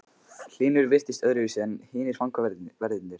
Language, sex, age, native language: Icelandic, male, 15, Icelandic